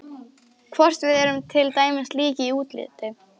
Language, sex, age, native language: Icelandic, female, 12, Icelandic